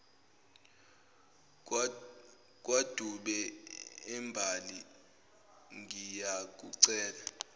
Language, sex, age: Zulu, male, 18